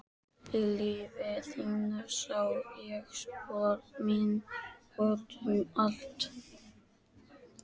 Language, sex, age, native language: Icelandic, male, 13, Icelandic